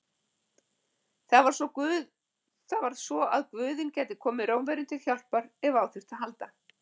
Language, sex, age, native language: Icelandic, female, 50-59, Icelandic